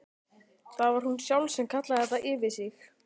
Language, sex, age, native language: Icelandic, male, 12, Icelandic